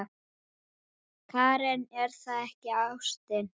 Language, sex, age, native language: Icelandic, female, 10, Icelandic